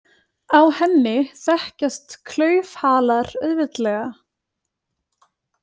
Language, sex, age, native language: Icelandic, female, 20-29, Icelandic